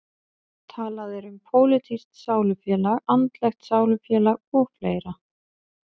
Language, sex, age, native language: Icelandic, female, 20-29, Icelandic